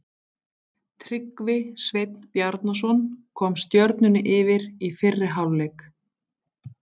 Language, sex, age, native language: Icelandic, female, 50-59, Icelandic